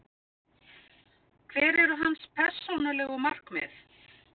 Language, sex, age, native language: Icelandic, female, 50-59, Icelandic